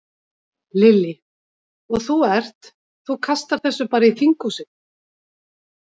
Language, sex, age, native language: Icelandic, female, 50-59, Icelandic